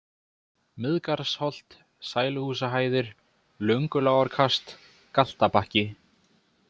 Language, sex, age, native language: Icelandic, male, 20-29, Icelandic